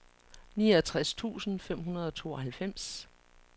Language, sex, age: Danish, female, 49